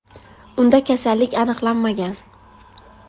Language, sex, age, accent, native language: Uzbek, female, 18-24, Buxoro, Uzbek